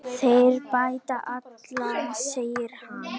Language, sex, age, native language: Icelandic, female, 10, Polish